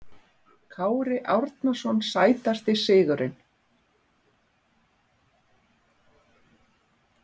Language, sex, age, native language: Icelandic, female, 40-49, Icelandic